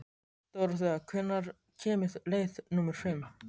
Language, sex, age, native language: Icelandic, male, 13, Icelandic